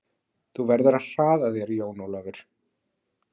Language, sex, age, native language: Icelandic, male, 40-49, Icelandic